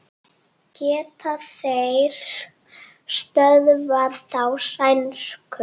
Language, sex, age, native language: Icelandic, female, 7, Icelandic